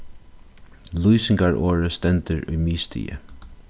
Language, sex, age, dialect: Faroese, male, 36-60, Suðurstreymoy